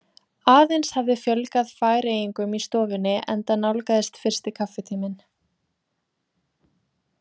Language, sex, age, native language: Icelandic, female, 20-29, Icelandic